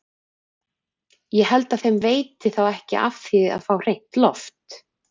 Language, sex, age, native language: Icelandic, female, 40-49, Icelandic